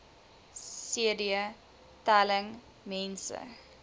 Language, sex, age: Afrikaans, female, 20